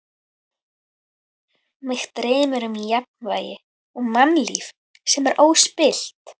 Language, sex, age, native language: Icelandic, female, 11, Icelandic